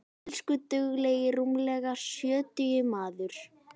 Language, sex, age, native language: Icelandic, female, 10, Icelandic